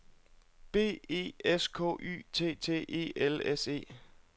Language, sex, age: Danish, male, 32